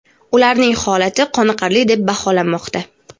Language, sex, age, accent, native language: Uzbek, female, 19-29, Toshkent viloyati, Uzbek